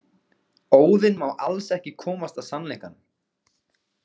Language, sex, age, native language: Icelandic, male, 20-29, Icelandic